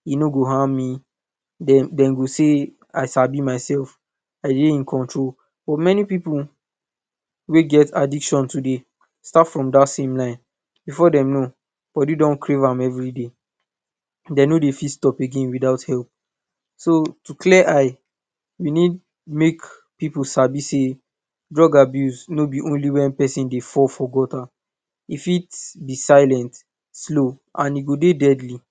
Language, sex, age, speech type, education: Nigerian Pidgin, male, 15-29, spontaneous, tertiary